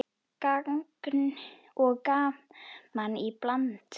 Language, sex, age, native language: Icelandic, female, 10, Icelandic